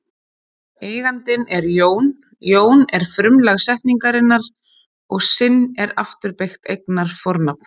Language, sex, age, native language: Icelandic, female, 30-39, Icelandic